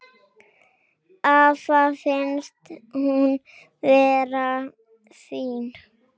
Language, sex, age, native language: Icelandic, female, 10, Icelandic